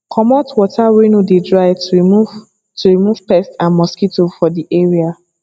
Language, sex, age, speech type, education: Nigerian Pidgin, female, 15-29, spontaneous, tertiary